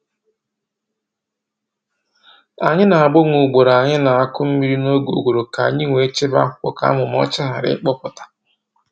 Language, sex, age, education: Igbo, male, 15-29, tertiary